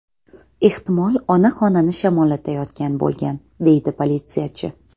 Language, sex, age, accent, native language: Uzbek, female, 18-24, Toshkent viloyati, Uzbek